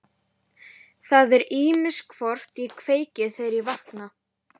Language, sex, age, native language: Icelandic, female, 11, Icelandic